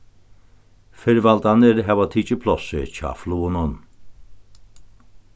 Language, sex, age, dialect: Faroese, male, 61+, Norðurstreymoy/Eysturoy